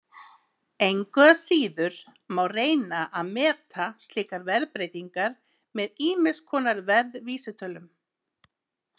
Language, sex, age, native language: Icelandic, female, 50-59, Icelandic